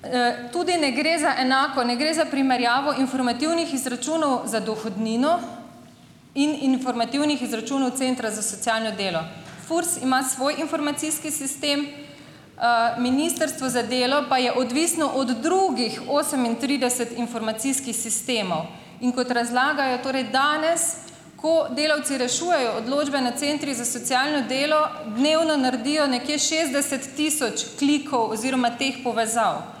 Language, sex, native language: Slovenian, female, Slovenian